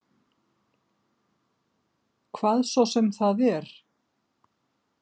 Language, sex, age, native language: Icelandic, female, 50-59, Icelandic